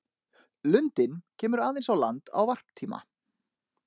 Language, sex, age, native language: Icelandic, male, 30-39, Icelandic